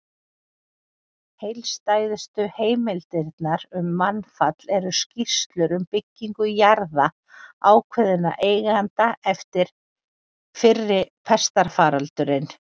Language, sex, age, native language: Icelandic, female, 40-49, Icelandic